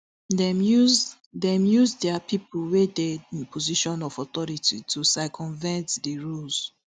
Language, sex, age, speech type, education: Nigerian Pidgin, female, 30-45, spontaneous, tertiary